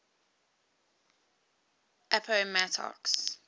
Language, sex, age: English, female, 19